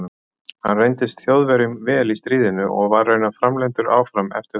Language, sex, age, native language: Icelandic, male, 40-49, Icelandic